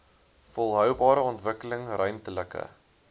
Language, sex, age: Afrikaans, male, 20